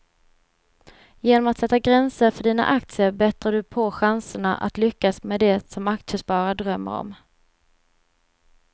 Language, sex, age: Swedish, female, 26